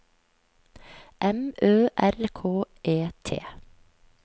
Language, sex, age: Norwegian, female, 35